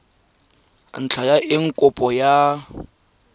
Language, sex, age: Tswana, male, 23